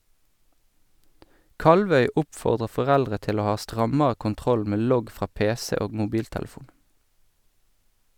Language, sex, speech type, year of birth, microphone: Norwegian, male, read, 1983, Sennheiser